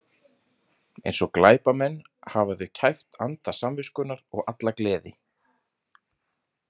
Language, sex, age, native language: Icelandic, male, 30-39, Icelandic